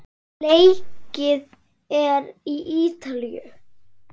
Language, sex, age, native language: Icelandic, female, 8, Icelandic